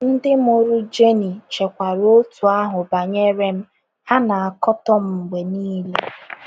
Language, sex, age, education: Igbo, female, 15-29, tertiary